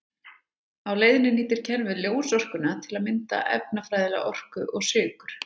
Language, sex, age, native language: Icelandic, female, 30-39, Icelandic